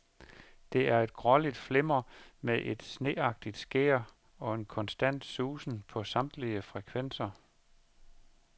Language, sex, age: Danish, male, 51